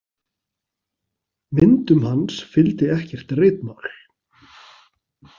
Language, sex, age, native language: Icelandic, male, 40-49, Icelandic